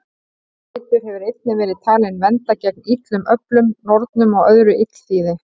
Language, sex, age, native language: Icelandic, female, 30-39, Icelandic